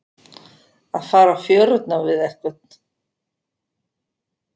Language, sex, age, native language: Icelandic, female, 50-59, Icelandic